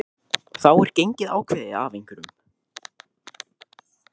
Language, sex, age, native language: Icelandic, male, 20-29, Icelandic